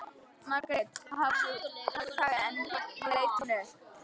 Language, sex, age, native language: Icelandic, female, 11, Icelandic